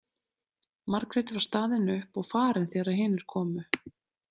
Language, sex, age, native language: Icelandic, female, 30-39, Icelandic